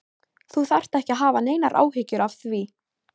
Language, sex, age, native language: Icelandic, female, 14, Icelandic